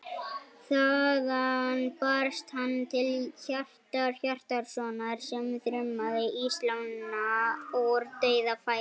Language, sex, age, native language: Icelandic, female, 18-19, Icelandic